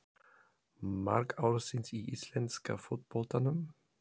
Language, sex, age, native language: Icelandic, male, 30-39, German